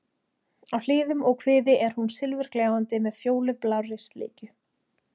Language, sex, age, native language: Icelandic, female, 30-39, Icelandic